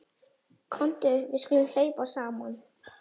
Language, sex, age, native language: Icelandic, female, 7, Icelandic